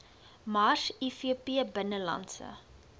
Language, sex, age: Afrikaans, female, 22